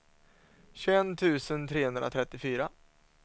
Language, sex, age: Swedish, male, 27